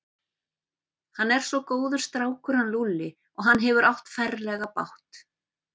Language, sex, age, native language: Icelandic, female, 50-59, Icelandic